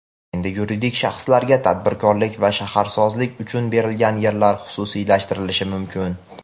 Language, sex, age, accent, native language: Uzbek, male, 18-24, Farg'ona, Uzbek